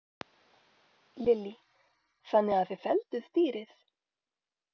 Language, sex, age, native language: Icelandic, female, 40-49, Icelandic